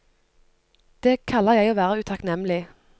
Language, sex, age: Norwegian, female, 25